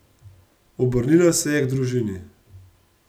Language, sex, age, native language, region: Slovenian, male, 30-49, Slovenian, Gorenjska region